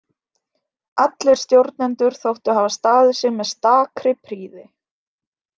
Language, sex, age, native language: Icelandic, female, 20-29, Icelandic